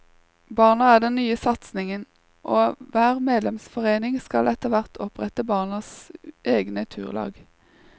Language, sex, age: Norwegian, female, 21